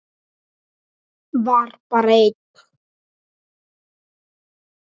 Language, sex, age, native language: Icelandic, male, 9, Icelandic